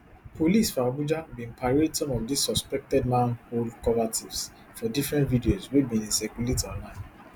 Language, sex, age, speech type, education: Nigerian Pidgin, male, 15-29, spontaneous, tertiary